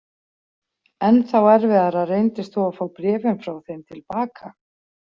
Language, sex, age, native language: Icelandic, female, 40-49, Icelandic